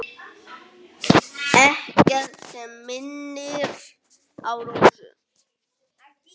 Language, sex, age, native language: Icelandic, male, 9, Icelandic